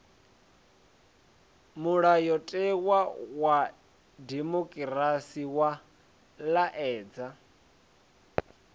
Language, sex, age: Venda, male, 20